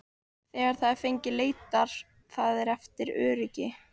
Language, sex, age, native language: Icelandic, female, 18-19, Icelandic